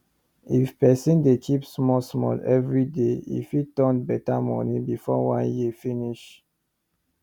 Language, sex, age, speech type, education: Nigerian Pidgin, male, 30-45, spontaneous, tertiary